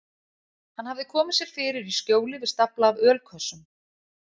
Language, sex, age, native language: Icelandic, female, 40-49, Icelandic